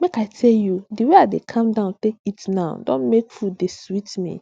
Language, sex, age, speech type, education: Nigerian Pidgin, female, 15-29, spontaneous, tertiary